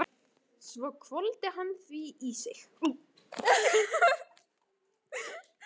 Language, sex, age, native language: Icelandic, female, 13, Icelandic